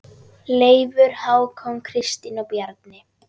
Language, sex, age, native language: Icelandic, female, 10, Icelandic